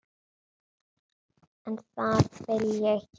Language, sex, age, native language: Icelandic, female, 9, Icelandic